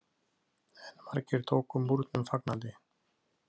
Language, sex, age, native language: Icelandic, male, 30-39, Icelandic